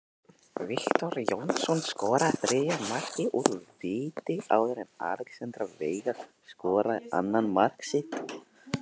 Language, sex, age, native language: Icelandic, male, 18-19, Icelandic